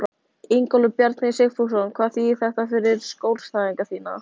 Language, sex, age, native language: Icelandic, female, 18-19, Icelandic